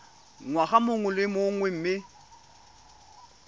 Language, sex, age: Tswana, male, 25